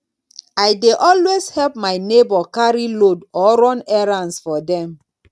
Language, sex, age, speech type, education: Nigerian Pidgin, female, 30-45, spontaneous, tertiary